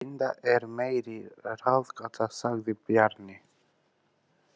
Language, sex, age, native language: Icelandic, male, 18-19, Albanian